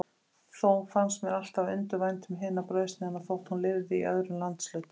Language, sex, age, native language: Icelandic, female, 50-59, Icelandic